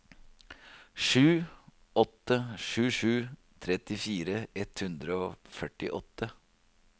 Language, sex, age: Norwegian, male, 52